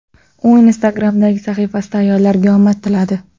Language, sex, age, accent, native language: Uzbek, female, 18-24, Samarqand, Uzbek